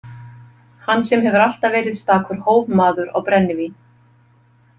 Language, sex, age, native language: Icelandic, female, 50-59, Icelandic